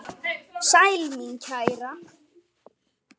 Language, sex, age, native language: Icelandic, male, 10, Icelandic